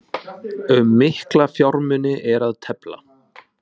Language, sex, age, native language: Icelandic, male, 20-29, Icelandic